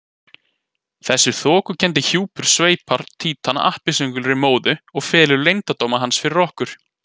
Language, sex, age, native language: Icelandic, male, 20-29, Icelandic